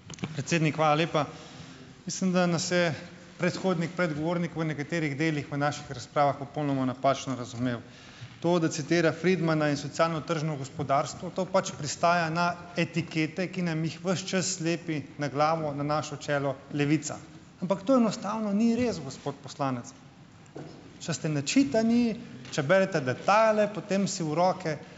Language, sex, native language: Slovenian, male, Slovenian